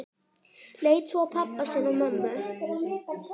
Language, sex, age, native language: Icelandic, female, 11, Icelandic